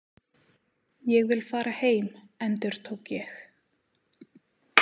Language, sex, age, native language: Icelandic, female, 30-39, Icelandic